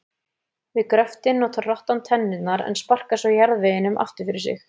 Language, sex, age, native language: Icelandic, female, 30-39, Icelandic